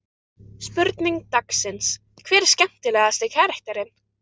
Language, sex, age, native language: Icelandic, other, 13, Icelandic